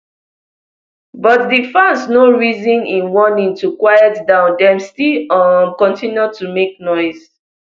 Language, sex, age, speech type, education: Nigerian Pidgin, female, 15-29, spontaneous, tertiary